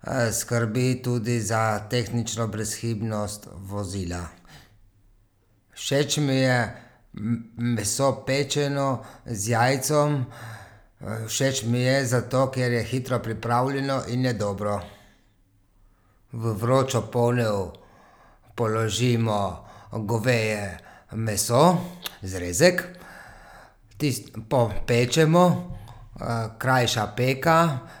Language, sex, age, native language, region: Slovenian, male, 30-49, Slovenian, Gorica region